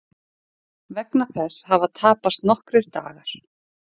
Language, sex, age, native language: Icelandic, female, 40-49, Icelandic